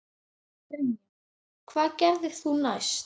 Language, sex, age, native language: Icelandic, male, 10, Icelandic